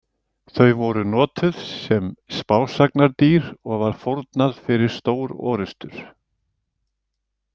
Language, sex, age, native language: Icelandic, male, 70-79, Icelandic